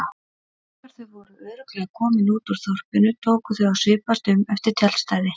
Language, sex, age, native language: Icelandic, female, 30-39, Icelandic